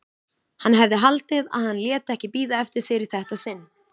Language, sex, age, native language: Icelandic, female, 20-29, Icelandic